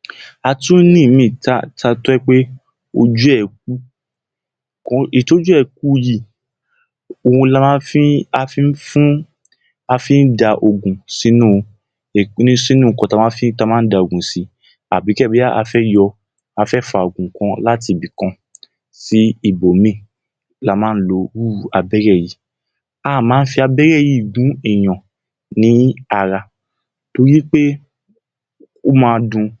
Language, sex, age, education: Yoruba, male, 15-29, tertiary